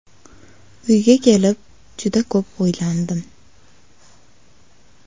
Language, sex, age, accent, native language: Uzbek, female, 19-29, Qashqadaryo, Uzbek